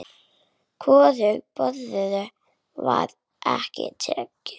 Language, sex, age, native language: Icelandic, male, 8, Icelandic